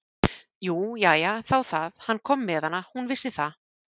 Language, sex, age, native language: Icelandic, female, 40-49, Icelandic